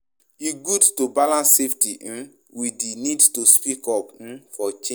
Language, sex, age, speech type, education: Nigerian Pidgin, male, 15-29, spontaneous, tertiary